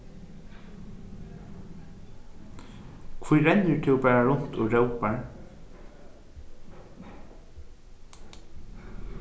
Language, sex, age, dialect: Faroese, male, 15-35, Norðuroyggjar